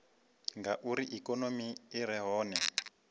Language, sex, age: Venda, male, 25